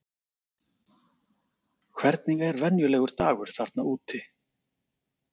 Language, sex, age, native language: Icelandic, male, 40-49, Icelandic